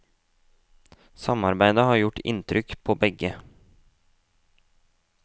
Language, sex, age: Norwegian, male, 18